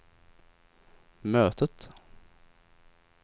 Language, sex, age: Swedish, male, 20